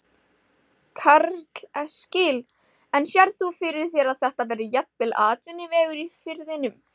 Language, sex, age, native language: Icelandic, female, 16, Icelandic